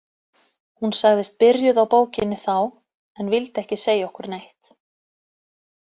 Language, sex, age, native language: Icelandic, female, 30-39, Icelandic